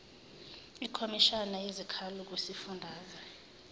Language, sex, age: Zulu, female, 24